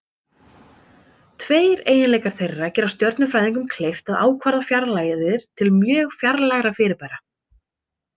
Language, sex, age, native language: Icelandic, female, 30-39, Icelandic